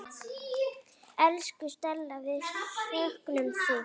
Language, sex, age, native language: Icelandic, female, 8, Icelandic